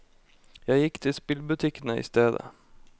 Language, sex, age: Norwegian, male, 25